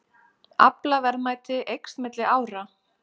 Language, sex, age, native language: Icelandic, female, 30-39, Icelandic